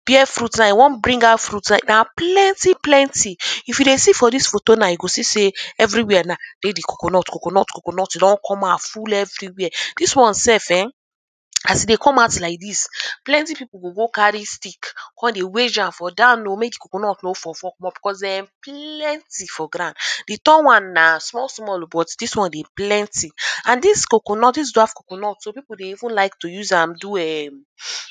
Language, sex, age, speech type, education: Nigerian Pidgin, female, 15-29, spontaneous, tertiary